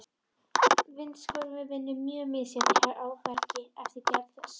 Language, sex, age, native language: Icelandic, female, 13, Icelandic